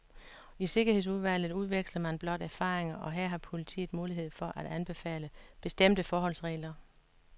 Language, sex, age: Danish, female, 56